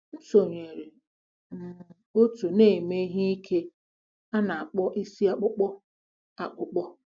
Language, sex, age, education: Igbo, female, 46-60, tertiary